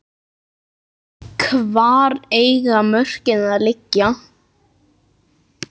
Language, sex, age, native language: Icelandic, male, 9, Icelandic